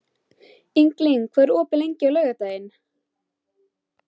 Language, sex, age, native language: Icelandic, female, 12, Icelandic